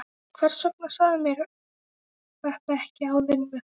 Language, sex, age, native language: Icelandic, female, 12, Icelandic